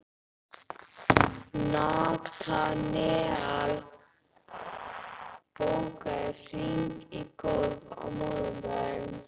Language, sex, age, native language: Icelandic, male, 11, Icelandic